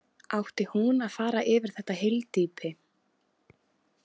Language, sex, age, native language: Icelandic, female, 20-29, Icelandic